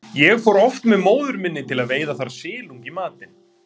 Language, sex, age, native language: Icelandic, male, 30-39, Icelandic